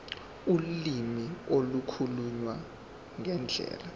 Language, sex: Zulu, male